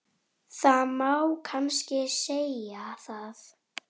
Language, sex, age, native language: Icelandic, female, 10, Icelandic